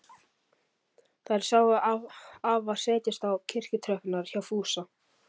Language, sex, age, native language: Icelandic, male, 11, Icelandic